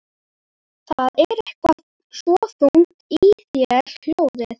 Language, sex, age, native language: Icelandic, male, 11, Icelandic